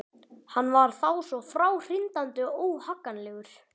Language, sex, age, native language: Icelandic, male, 12, Icelandic